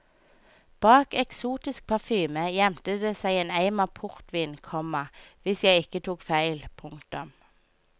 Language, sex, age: Norwegian, female, 24